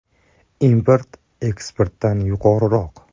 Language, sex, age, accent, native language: Uzbek, male, 25-34, Farg'ona, Uzbek